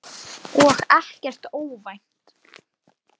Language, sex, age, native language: Icelandic, male, 9, Icelandic